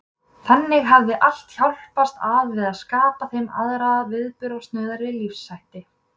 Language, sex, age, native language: Icelandic, female, 20-29, Icelandic